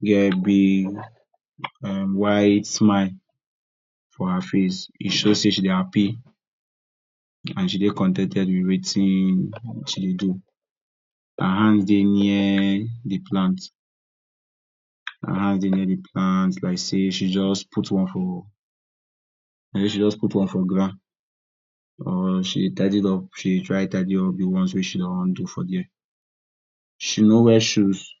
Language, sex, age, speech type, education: Nigerian Pidgin, male, 46-60, spontaneous, tertiary